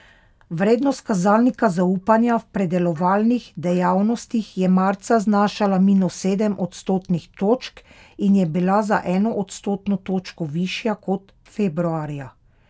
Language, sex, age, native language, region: Slovenian, female, 30-49, Slovenian, Pomurje region